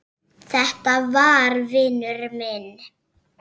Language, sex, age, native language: Icelandic, female, 6, Icelandic